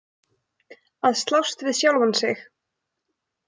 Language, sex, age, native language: Icelandic, female, 20-29, Icelandic